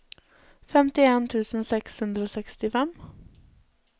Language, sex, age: Norwegian, female, 20